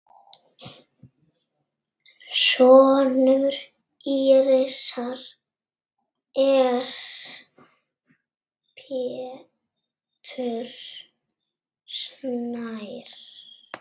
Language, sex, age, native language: Icelandic, female, 6, Icelandic